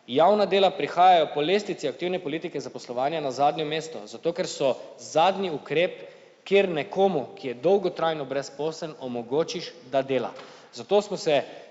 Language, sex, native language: Slovenian, male, Slovenian